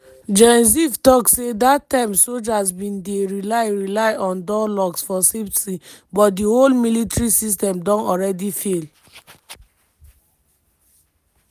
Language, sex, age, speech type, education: Nigerian Pidgin, female, 15-29, spontaneous, tertiary